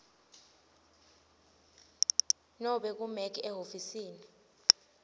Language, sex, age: Swati, female, 20